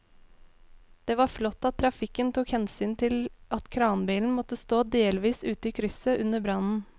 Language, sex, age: Norwegian, female, 21